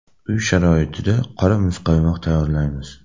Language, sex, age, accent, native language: Uzbek, male, 18-24, Namangan, Uzbek